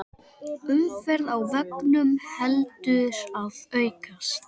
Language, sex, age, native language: Icelandic, male, 18-19, Icelandic